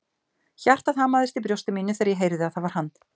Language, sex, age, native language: Icelandic, female, 50-59, Icelandic